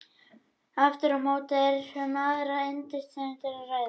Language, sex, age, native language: Icelandic, male, 21, Icelandic